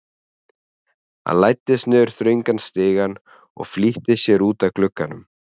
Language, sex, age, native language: Icelandic, male, 30-39, Icelandic